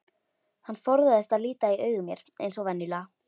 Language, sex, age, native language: Icelandic, female, 12, Icelandic